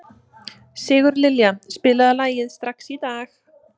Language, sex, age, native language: Icelandic, female, 20-29, Icelandic